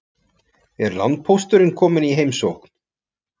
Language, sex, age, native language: Icelandic, male, 40-49, Icelandic